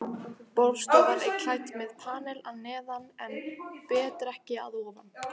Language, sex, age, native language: Icelandic, female, 18-19, Icelandic